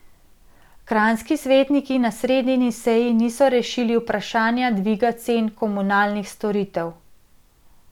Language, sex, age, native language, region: Slovenian, female, 30-49, Slovenian, Central Slovenia